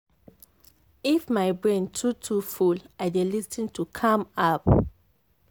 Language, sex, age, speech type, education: Nigerian Pidgin, female, 15-29, spontaneous, tertiary